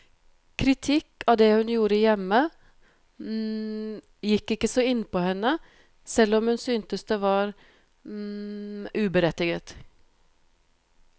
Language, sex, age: Norwegian, female, 42